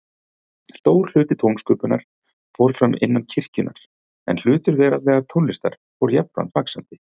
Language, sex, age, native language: Icelandic, male, 40-49, Icelandic